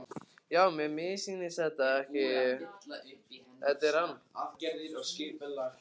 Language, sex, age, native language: Icelandic, male, 15, Icelandic